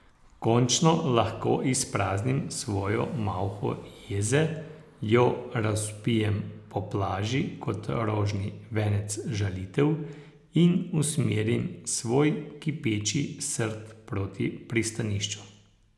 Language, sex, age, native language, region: Slovenian, male, 60+, Slovenian, Posavska region